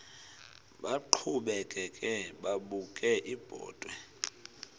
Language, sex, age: Xhosa, male, 30